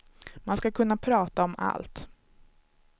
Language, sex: Swedish, male